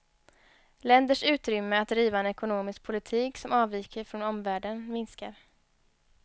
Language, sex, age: Swedish, female, 23